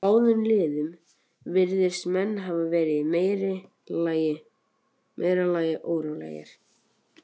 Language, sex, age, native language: Icelandic, male, 18-19, Icelandic